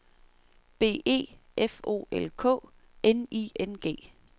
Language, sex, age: Danish, female, 47